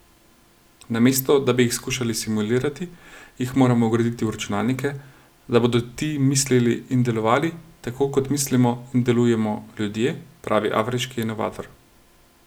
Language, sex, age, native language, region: Slovenian, male, 30-49, Slovenian, Gorenjska region